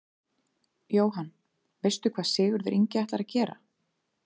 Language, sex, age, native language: Icelandic, female, 30-39, Icelandic